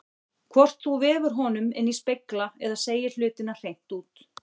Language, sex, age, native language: Icelandic, female, 40-49, Icelandic